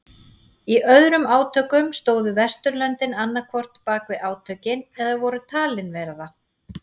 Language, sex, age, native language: Icelandic, female, 40-49, Icelandic